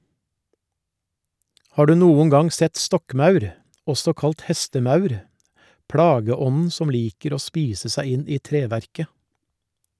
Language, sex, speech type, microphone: Norwegian, male, read, Shure